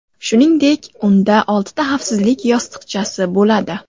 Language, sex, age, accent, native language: Uzbek, female, 18-24, Andijon, Uzbek